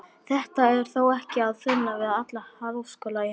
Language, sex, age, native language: Icelandic, female, 18-19, Icelandic